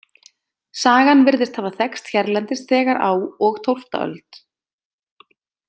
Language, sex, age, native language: Icelandic, female, 20-29, Icelandic